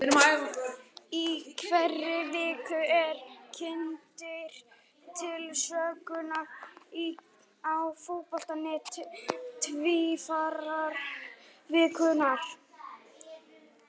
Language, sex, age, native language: Icelandic, female, 18-19, Icelandic